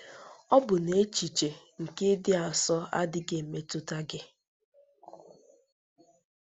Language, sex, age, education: Igbo, female, 15-29, tertiary